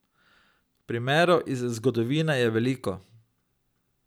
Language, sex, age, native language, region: Slovenian, male, 30-49, Slovenian, Drava region